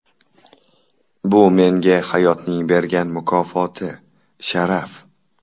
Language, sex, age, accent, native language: Uzbek, male, 18-24, Toshkent shahri, Uzbek